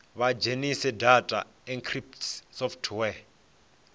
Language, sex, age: Venda, male, 26